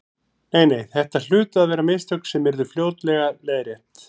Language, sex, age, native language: Icelandic, male, 40-49, Icelandic